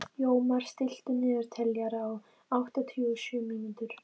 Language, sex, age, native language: Icelandic, female, 13, Icelandic